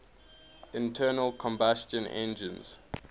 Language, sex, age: English, male, 21